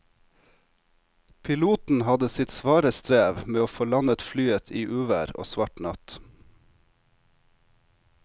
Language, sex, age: Norwegian, male, 36